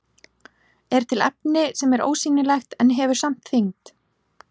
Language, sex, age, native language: Icelandic, female, 40-49, Icelandic